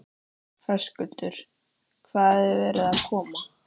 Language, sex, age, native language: Icelandic, female, 13, Icelandic